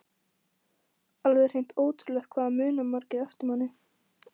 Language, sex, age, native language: Icelandic, female, 14, Icelandic